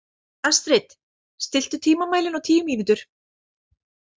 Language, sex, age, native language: Icelandic, female, 40-49, Icelandic